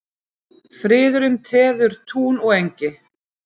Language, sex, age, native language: Icelandic, female, 30-39, Icelandic